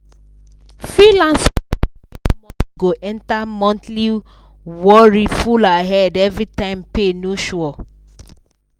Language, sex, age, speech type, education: Nigerian Pidgin, female, 15-29, spontaneous, secondary